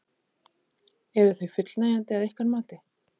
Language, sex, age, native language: Icelandic, female, 30-39, Icelandic